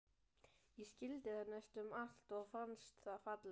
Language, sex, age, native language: Icelandic, male, 12, Icelandic